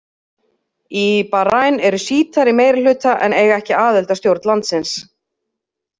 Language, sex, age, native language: Icelandic, female, 30-39, Icelandic